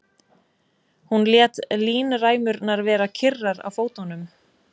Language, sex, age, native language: Icelandic, female, 20-29, Icelandic